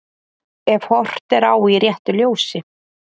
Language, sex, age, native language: Icelandic, female, 40-49, Icelandic